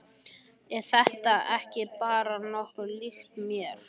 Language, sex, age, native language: Icelandic, male, 13, Icelandic